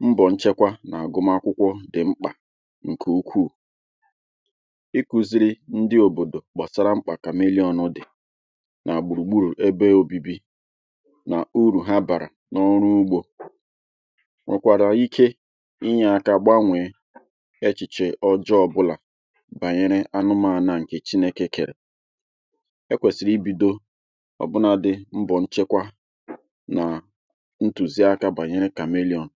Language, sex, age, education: Igbo, male, 30-45, tertiary